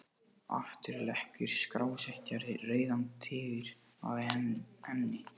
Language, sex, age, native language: Icelandic, male, 18-19, Portuguese